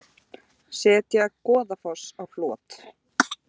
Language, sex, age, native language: Icelandic, female, 20-29, Icelandic